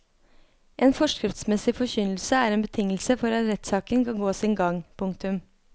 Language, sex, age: Norwegian, female, 23